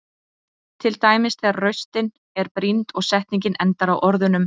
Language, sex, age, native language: Icelandic, female, 30-39, Icelandic